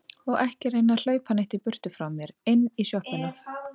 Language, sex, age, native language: Icelandic, female, 30-39, Icelandic